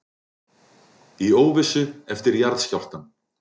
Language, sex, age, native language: Icelandic, male, 40-49, Icelandic